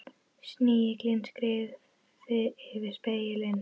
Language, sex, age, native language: Icelandic, female, 11, Icelandic